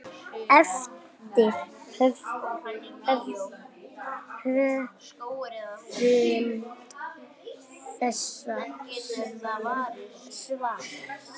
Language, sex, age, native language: Icelandic, male, 9, Icelandic